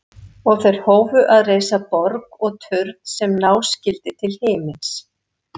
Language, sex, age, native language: Icelandic, female, 60-69, Icelandic